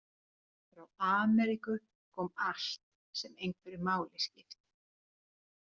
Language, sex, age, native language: Icelandic, female, 40-49, Finnish